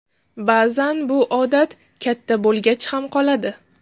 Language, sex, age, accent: Uzbek, female, 35+, Toshkent shahri